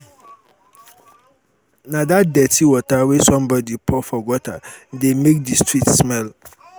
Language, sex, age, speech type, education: Nigerian Pidgin, male, 30-45, spontaneous, tertiary